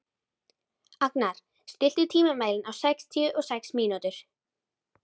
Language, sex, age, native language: Icelandic, female, 13, Icelandic